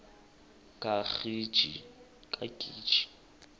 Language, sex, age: South Ndebele, male, 21